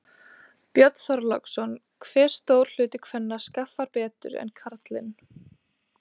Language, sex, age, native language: Icelandic, female, 20-29, Icelandic